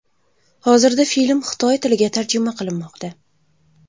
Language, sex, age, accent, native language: Uzbek, female, 18-24, Buxoro, Uzbek